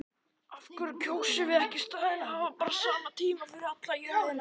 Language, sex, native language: Icelandic, male, Icelandic